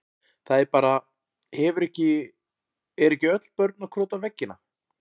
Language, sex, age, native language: Icelandic, male, 40-49, Icelandic